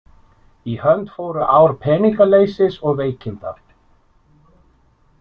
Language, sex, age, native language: Icelandic, male, 50-59, Icelandic